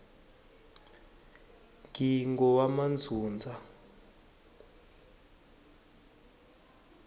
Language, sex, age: South Ndebele, male, 21